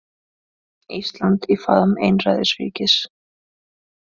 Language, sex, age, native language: Icelandic, female, 20-29, Icelandic